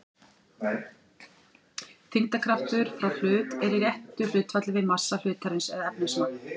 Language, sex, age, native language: Icelandic, female, 40-49, Icelandic